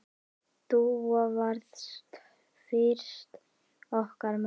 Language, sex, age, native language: Icelandic, male, 10, Icelandic